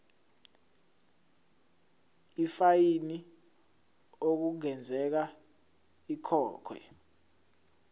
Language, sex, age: Zulu, male, 17